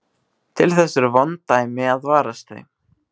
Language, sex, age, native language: Icelandic, male, 18-19, Icelandic